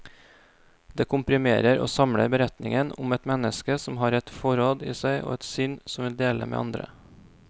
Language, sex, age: Norwegian, male, 26